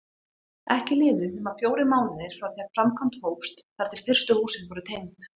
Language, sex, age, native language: Icelandic, female, 40-49, Icelandic